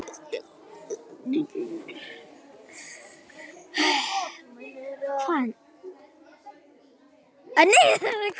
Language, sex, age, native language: Icelandic, male, 9, Icelandic